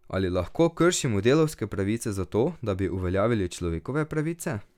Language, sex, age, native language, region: Slovenian, male, 18-29, Slovenian, Drava region